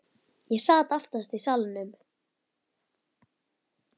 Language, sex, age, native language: Icelandic, female, 10, Icelandic